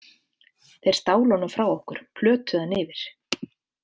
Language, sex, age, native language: Icelandic, female, 50-59, Icelandic